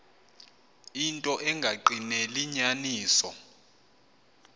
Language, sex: Xhosa, male